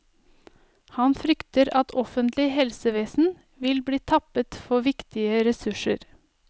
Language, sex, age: Norwegian, female, 30